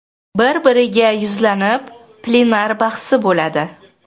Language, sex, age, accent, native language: Uzbek, female, 18-24, Toshkent shahri, Uzbek